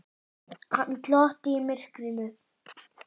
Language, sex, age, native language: Icelandic, male, 18-19, Icelandic